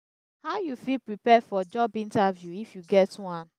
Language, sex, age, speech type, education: Nigerian Pidgin, female, 15-29, spontaneous, tertiary